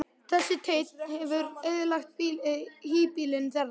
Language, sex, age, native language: Icelandic, male, 11, Icelandic